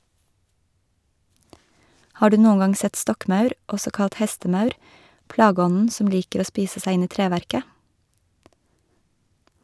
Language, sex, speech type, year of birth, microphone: Norwegian, female, read, 1982, Shure